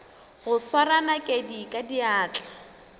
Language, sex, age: Northern Sotho, female, 19